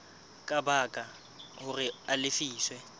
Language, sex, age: Southern Sotho, male, 21